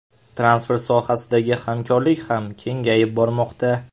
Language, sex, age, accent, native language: Uzbek, male, 18-24, Farg'ona, Uzbek